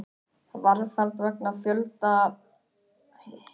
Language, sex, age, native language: Icelandic, male, 18-19, Icelandic